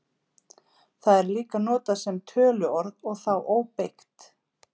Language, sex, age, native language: Icelandic, female, 50-59, Icelandic